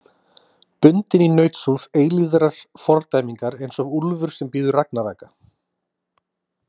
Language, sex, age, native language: Icelandic, male, 30-39, Icelandic